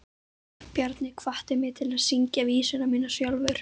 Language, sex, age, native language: Icelandic, female, 12, Icelandic